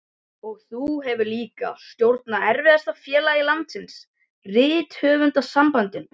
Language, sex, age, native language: Icelandic, other, 12, Icelandic